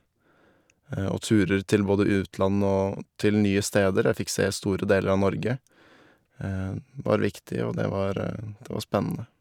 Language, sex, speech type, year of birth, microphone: Norwegian, male, spontaneous, 1990, Shure